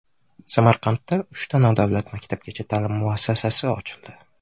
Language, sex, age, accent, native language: Uzbek, male, 18-24, Toshkent shahri, Uzbek